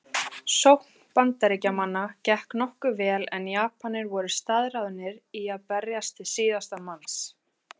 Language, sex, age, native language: Icelandic, female, 20-29, Icelandic